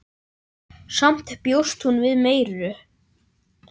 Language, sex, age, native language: Icelandic, male, 9, Icelandic